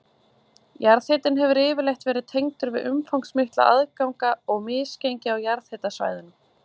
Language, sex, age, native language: Icelandic, female, 20-29, Icelandic